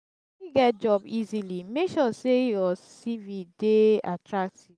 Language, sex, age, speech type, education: Nigerian Pidgin, female, 15-29, spontaneous, tertiary